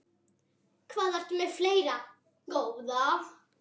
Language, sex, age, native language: Icelandic, female, 10, Icelandic